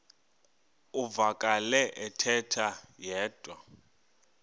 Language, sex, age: Xhosa, male, 21